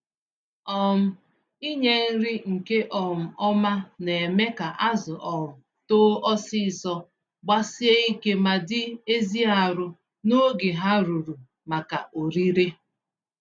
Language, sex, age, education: Igbo, female, 15-29, tertiary